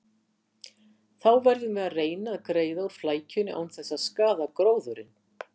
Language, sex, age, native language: Icelandic, female, 60-69, Icelandic